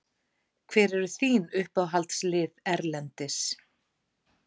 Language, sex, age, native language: Icelandic, female, 40-49, Icelandic